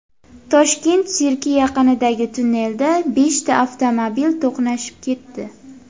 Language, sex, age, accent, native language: Uzbek, female, 19-29, Andijon, Uzbek